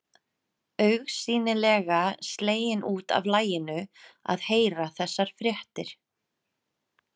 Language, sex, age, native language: Icelandic, female, 30-39, Icelandic